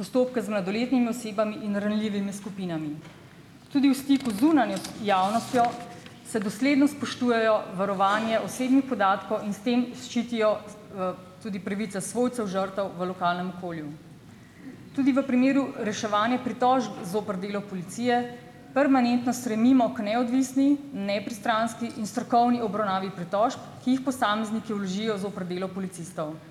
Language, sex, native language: Slovenian, female, Slovenian